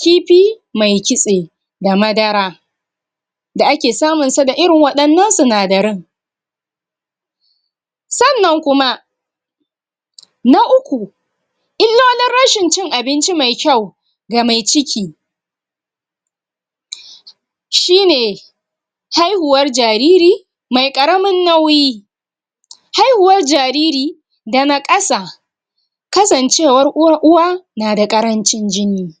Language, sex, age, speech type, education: Hausa, female, 46-60, spontaneous, tertiary